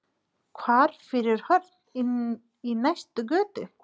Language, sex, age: Icelandic, female, 30-39